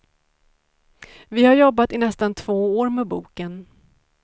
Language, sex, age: Swedish, female, 35